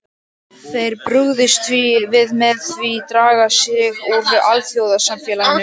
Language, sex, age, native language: Icelandic, male, 18-19, Icelandic